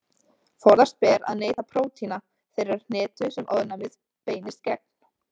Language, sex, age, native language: Icelandic, female, 20-29, Icelandic